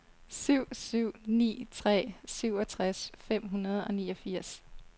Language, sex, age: Danish, female, 32